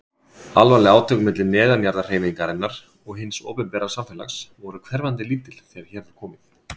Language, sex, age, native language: Icelandic, male, 30-39, Icelandic